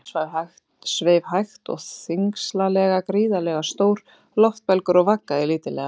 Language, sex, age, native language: Icelandic, female, 20-29, Icelandic